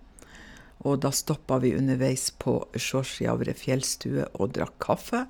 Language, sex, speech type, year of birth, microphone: Norwegian, female, spontaneous, 1956, Shure